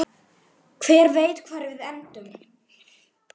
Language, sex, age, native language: Icelandic, male, 9, Icelandic